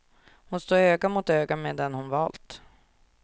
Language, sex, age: Swedish, female, 24